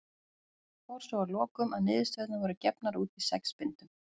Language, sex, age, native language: Icelandic, female, 40-49, Icelandic